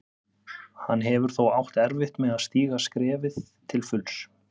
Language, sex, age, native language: Icelandic, male, 30-39, Icelandic